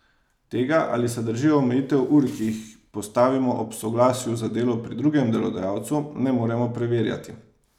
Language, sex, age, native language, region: Slovenian, male, 30-49, Slovenian, Savinja region